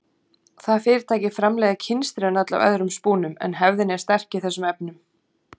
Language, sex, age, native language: Icelandic, female, 40-49, Icelandic